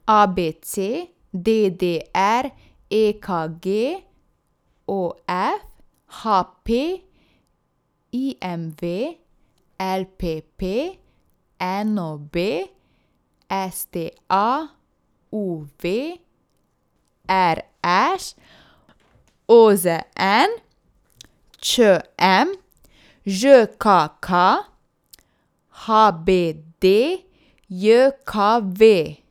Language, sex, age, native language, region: Slovenian, female, 18-29, Slovenian, Drava region